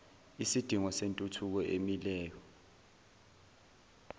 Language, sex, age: Zulu, male, 20